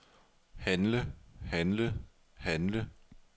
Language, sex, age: Danish, male, 24